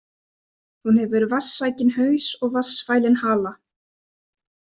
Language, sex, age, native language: Icelandic, female, 20-29, Icelandic